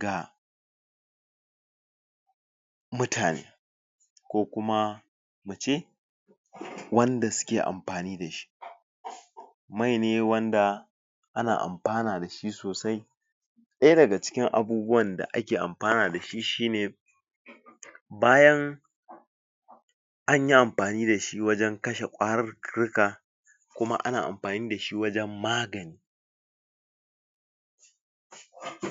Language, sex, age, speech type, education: Hausa, male, 46-60, spontaneous, tertiary